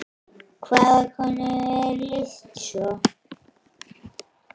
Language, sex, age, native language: Icelandic, female, 7, Icelandic